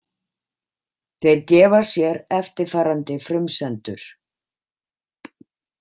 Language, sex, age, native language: Icelandic, female, 50-59, Icelandic